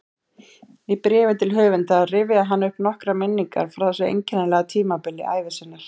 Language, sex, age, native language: Icelandic, female, 30-39, Icelandic